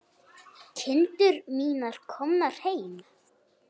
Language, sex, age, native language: Icelandic, female, 9, Icelandic